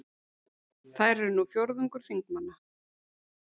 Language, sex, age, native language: Icelandic, female, 40-49, Icelandic